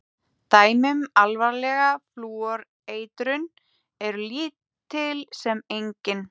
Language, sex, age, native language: Icelandic, female, 30-39, Icelandic